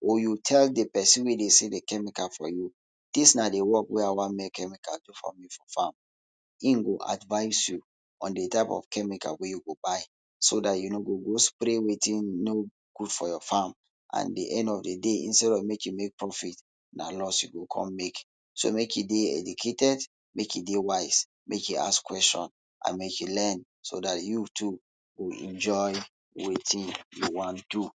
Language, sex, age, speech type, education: Nigerian Pidgin, male, 30-45, spontaneous, tertiary